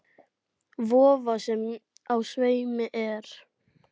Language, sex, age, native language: Icelandic, female, 10, Icelandic